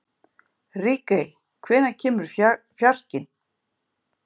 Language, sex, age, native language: Icelandic, female, 50-59, Icelandic